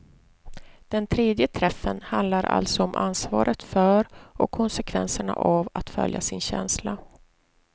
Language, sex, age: Swedish, female, 43